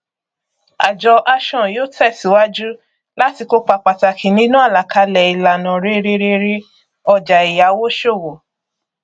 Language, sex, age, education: Yoruba, female, 30-45, tertiary